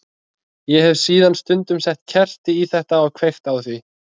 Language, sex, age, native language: Icelandic, male, 20-29, Icelandic